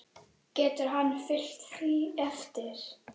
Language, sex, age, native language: Icelandic, female, 10, Icelandic